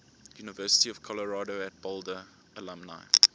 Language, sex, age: English, male, 24